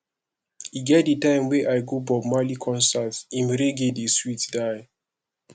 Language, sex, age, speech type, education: Nigerian Pidgin, male, 15-29, spontaneous, secondary